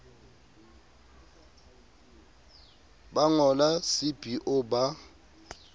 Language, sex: Southern Sotho, male